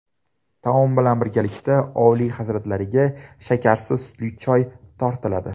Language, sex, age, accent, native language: Uzbek, male, 19-29, Toshkent viloyati, Uzbek